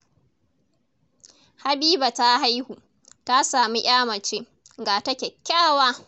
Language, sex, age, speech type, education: Hausa, female, 30-45, read, tertiary